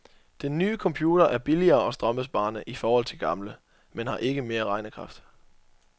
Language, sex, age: Danish, male, 24